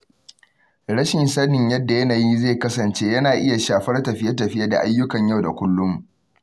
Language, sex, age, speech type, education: Hausa, male, 15-29, read, tertiary